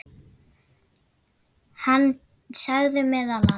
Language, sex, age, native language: Icelandic, female, 9, Icelandic